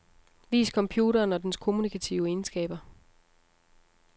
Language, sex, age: Danish, female, 34